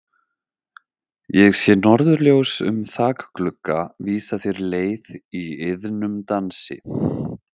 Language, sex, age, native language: Icelandic, male, 30-39, Icelandic